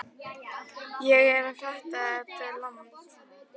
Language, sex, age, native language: Icelandic, female, 11, Icelandic